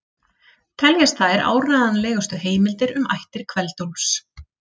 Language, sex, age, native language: Icelandic, female, 30-39, Icelandic